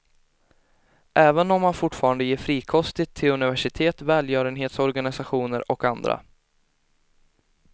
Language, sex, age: Swedish, male, 18